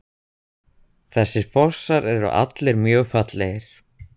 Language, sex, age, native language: Icelandic, male, 20-29, Icelandic